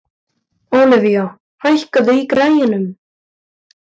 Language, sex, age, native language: Icelandic, male, 12, Icelandic